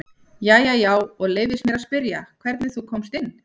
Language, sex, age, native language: Icelandic, female, 40-49, Icelandic